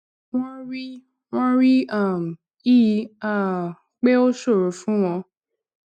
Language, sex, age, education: Yoruba, female, 15-29, secondary